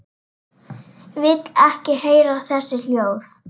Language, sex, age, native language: Icelandic, female, 8, Icelandic